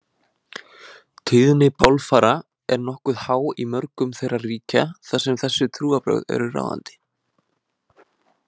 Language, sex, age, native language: Icelandic, male, 20-29, Icelandic